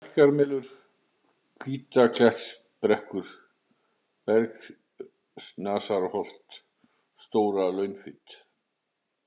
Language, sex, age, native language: Icelandic, male, 50-59, Icelandic